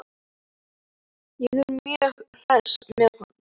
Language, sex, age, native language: Icelandic, male, 14, Icelandic